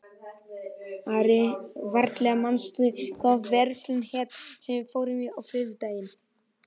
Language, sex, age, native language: Icelandic, male, 11, Icelandic